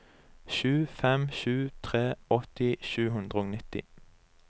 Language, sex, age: Norwegian, male, 23